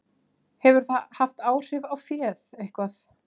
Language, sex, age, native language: Icelandic, female, 30-39, Icelandic